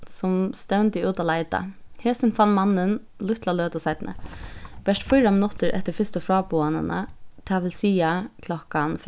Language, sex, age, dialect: Faroese, female, 15-35, Suðurstreymoy